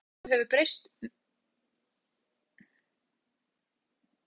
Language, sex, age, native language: Icelandic, female, 30-39, Icelandic